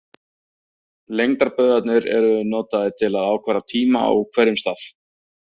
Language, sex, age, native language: Icelandic, male, 30-39, Icelandic